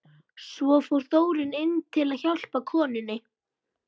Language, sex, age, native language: Icelandic, female, 12, Icelandic